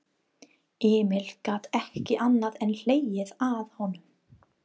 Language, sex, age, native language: Icelandic, female, 30-39, English